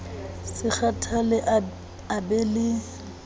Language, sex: Southern Sotho, female